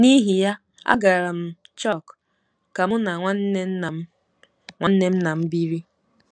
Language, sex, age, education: Igbo, female, 15-29, tertiary